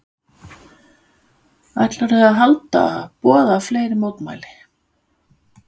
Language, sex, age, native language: Icelandic, female, 50-59, Danish